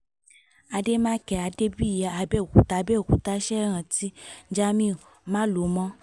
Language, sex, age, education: Yoruba, female, 15-29, tertiary